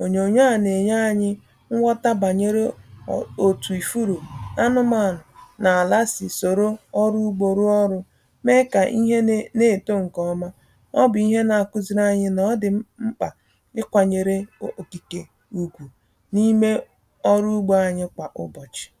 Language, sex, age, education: Igbo, female, 15-29, tertiary